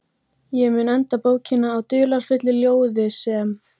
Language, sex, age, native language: Icelandic, female, 14, Icelandic